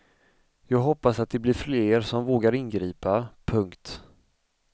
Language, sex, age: Swedish, male, 35